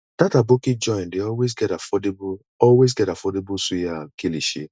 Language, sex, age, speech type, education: Nigerian Pidgin, male, 30-45, spontaneous, tertiary